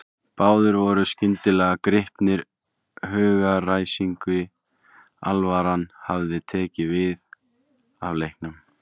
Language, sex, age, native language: Icelandic, male, 20-29, Icelandic